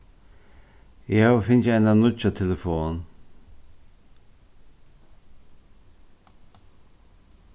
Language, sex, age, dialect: Faroese, male, 61+, Suðurstreymoy